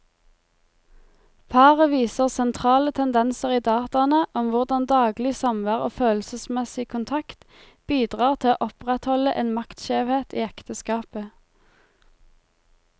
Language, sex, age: Norwegian, female, 23